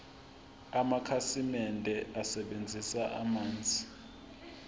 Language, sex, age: Zulu, male, 20